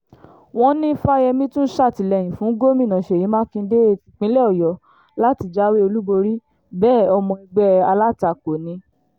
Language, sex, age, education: Yoruba, female, 15-29, tertiary